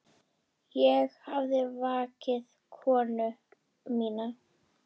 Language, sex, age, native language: Icelandic, female, 10, Icelandic